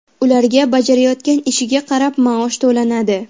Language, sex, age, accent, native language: Uzbek, female, 12-17, Farg'ona, Uzbek